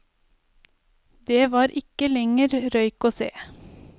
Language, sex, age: Norwegian, female, 30